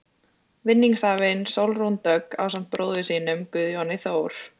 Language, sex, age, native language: Icelandic, female, 20-29, Icelandic